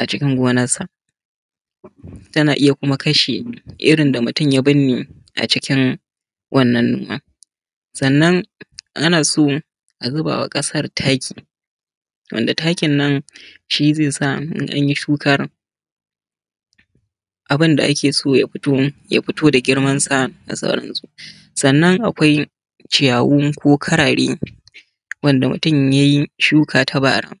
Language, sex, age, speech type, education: Hausa, male, 30-45, spontaneous, tertiary